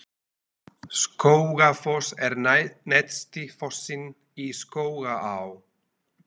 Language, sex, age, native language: Icelandic, male, 40-49, Slovak